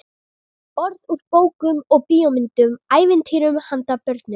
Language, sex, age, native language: Icelandic, female, 13, Icelandic